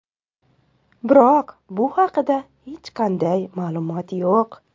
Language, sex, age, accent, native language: Uzbek, female, 19-29, Samarqand, Uzbek